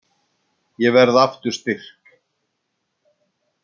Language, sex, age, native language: Icelandic, male, 60-69, Icelandic